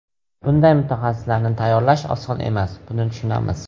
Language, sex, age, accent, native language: Uzbek, male, 18-24, Farg'ona, Uzbek